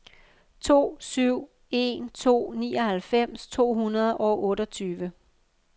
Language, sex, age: Danish, female, 50